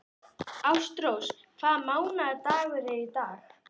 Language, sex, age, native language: Icelandic, male, 11, Icelandic